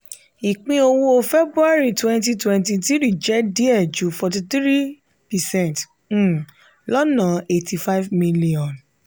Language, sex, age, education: Yoruba, female, 30-45, tertiary